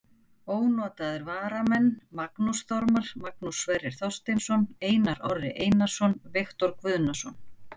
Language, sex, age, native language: Icelandic, female, 50-59, Icelandic